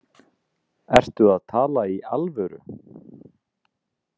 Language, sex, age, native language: Icelandic, male, 30-39, Icelandic